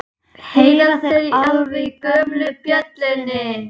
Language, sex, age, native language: Icelandic, female, 11, Icelandic